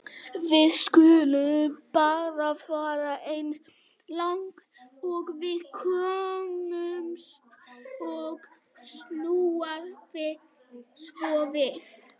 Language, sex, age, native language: Icelandic, female, 18-19, Icelandic